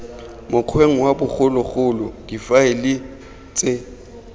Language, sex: Tswana, male